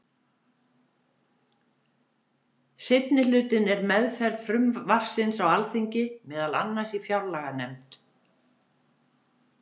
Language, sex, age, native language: Icelandic, female, 70-79, Icelandic